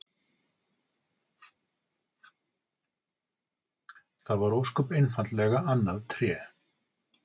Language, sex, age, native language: Icelandic, male, 40-49, Icelandic